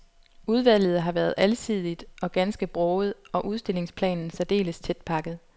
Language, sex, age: Danish, female, 25